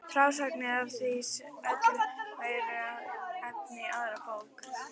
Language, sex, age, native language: Icelandic, female, 11, Icelandic